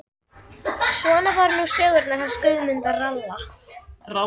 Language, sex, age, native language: Icelandic, female, 11, Icelandic